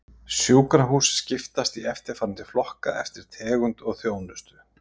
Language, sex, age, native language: Icelandic, male, 50-59, Icelandic